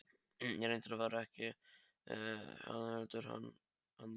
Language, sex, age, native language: Icelandic, male, 13, Polish